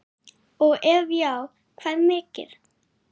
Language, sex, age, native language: Icelandic, female, 9, Icelandic